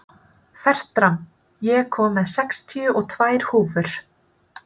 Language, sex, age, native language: Icelandic, female, 30-39, Icelandic